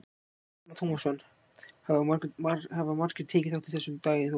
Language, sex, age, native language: Icelandic, male, 18-19, Icelandic